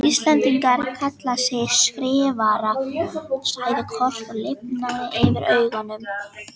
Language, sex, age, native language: Icelandic, female, 18-19, Danish